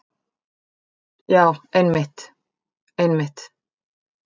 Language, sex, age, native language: Icelandic, female, 40-49, Icelandic